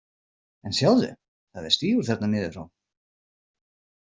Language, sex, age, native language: Icelandic, male, 40-49, Icelandic